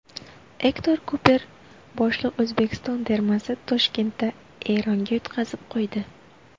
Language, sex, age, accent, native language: Uzbek, female, 19-29, Buxoro, Uzbek